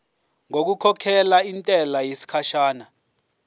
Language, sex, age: Zulu, male, 24